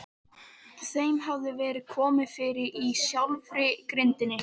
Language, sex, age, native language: Icelandic, other, 12, Icelandic